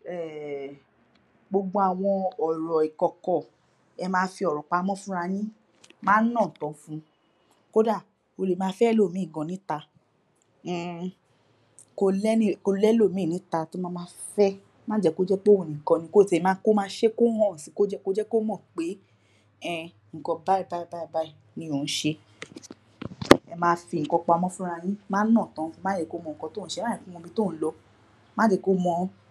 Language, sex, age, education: Yoruba, female, 46-60, tertiary